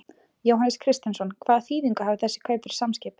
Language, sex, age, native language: Icelandic, female, 20-29, Icelandic